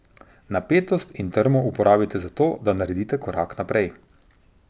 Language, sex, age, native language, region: Slovenian, male, 30-49, Slovenian, Drava region